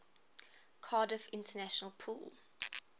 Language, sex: English, female